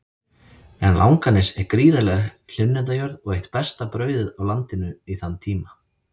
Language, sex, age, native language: Icelandic, male, 30-39, Icelandic